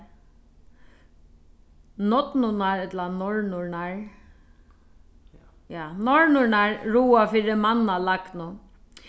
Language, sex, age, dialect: Faroese, female, 36-60, Sandoy